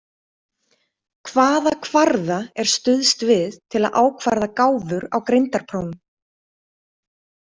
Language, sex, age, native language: Icelandic, female, 30-39, Icelandic